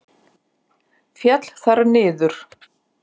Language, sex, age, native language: Icelandic, female, 50-59, Icelandic